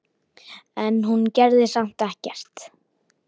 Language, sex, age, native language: Icelandic, male, 10, Icelandic